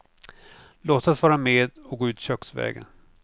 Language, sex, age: Swedish, male, 49